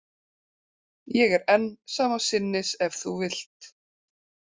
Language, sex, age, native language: Icelandic, female, 30-39, Icelandic